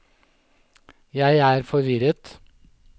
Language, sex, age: Norwegian, male, 47